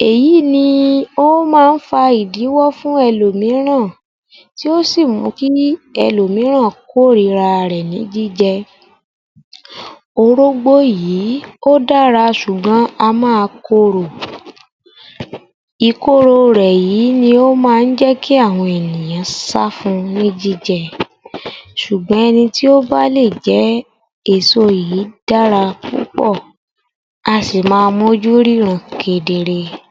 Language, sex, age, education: Yoruba, female, 30-45, tertiary